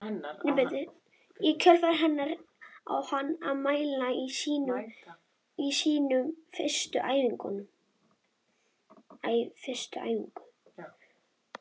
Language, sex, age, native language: Icelandic, female, 21, Icelandic